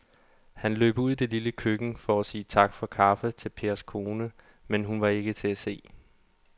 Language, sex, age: Danish, male, 32